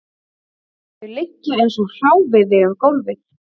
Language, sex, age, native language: Icelandic, female, 30-39, Icelandic